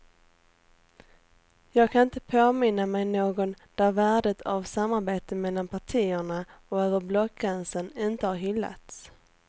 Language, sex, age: Swedish, female, 18